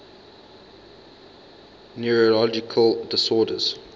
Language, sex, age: English, male, 22